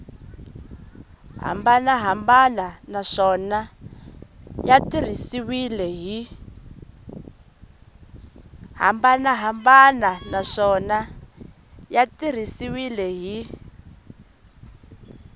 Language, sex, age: Tsonga, female, 20